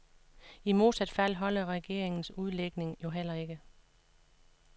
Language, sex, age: Danish, female, 56